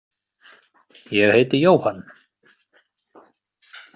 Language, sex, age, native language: Icelandic, male, 30-39, Icelandic